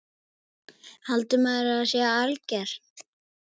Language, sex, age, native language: Icelandic, male, 8, Icelandic